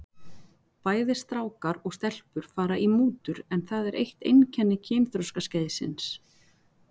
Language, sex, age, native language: Icelandic, female, 40-49, Icelandic